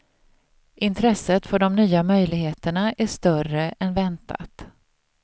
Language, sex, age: Swedish, female, 38